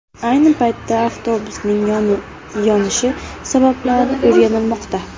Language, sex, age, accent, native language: Uzbek, female, 18-24, Navoiy, Uzbek